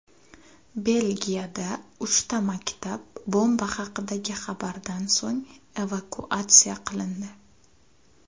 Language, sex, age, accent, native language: Uzbek, female, 19-29, Farg'ona, Uzbek